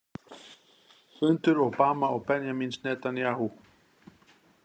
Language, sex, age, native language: Icelandic, male, 40-49, Icelandic